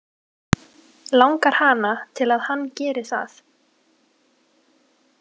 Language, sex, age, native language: Icelandic, female, 20-29, Icelandic